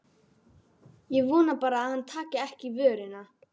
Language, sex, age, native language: Icelandic, female, 12, Icelandic